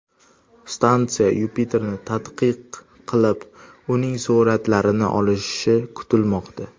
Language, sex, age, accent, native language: Uzbek, male, under 19, Toshkent shahri, Uzbek